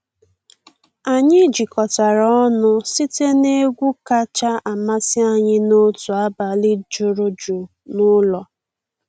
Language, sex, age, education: Igbo, female, 15-29, tertiary